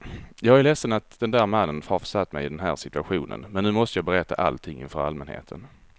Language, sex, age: Swedish, male, 34